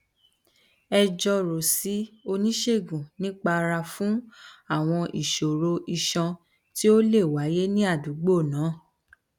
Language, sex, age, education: Yoruba, female, 15-29, tertiary